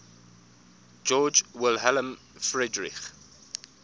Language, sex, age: English, male, 24